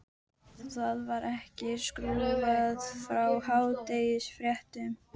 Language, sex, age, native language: Icelandic, female, 12, Icelandic